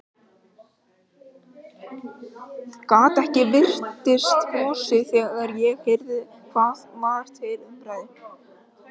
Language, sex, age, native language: Icelandic, male, 18-19, Icelandic